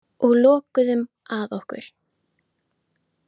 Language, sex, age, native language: Icelandic, female, 18-19, Icelandic